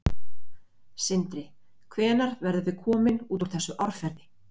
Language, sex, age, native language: Icelandic, female, 20-29, Icelandic